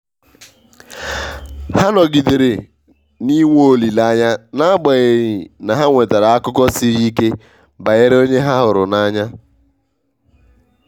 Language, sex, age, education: Igbo, male, 15-29, tertiary